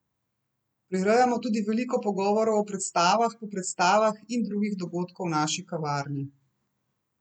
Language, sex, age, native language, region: Slovenian, female, 30-49, Slovenian, Central Slovenia